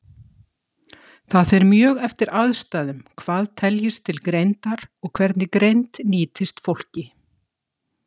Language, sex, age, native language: Icelandic, female, 60-69, Icelandic